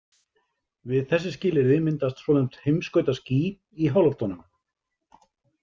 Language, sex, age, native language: Icelandic, male, 50-59, Icelandic